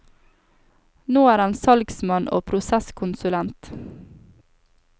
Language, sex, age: Norwegian, female, 28